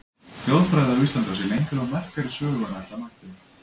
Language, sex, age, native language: Icelandic, male, 20-29, Icelandic